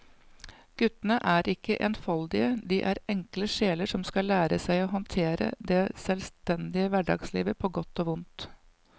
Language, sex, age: Norwegian, female, 55